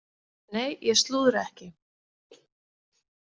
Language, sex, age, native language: Icelandic, female, 40-49, Icelandic